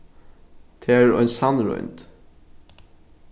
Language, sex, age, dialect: Faroese, male, 15-35, Norðuroyggjar